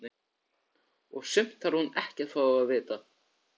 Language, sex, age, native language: Icelandic, male, 14, Icelandic